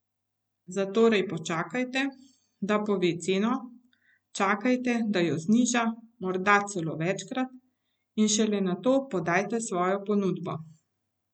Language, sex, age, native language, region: Slovenian, female, 50-59, Slovenian, Central Slovenia